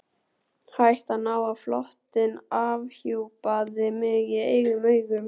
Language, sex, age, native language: Icelandic, male, 12, Icelandic